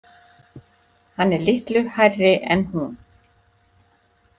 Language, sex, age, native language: Icelandic, female, 60-69, Icelandic